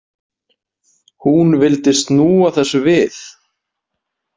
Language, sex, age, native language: Icelandic, male, 20-29, Icelandic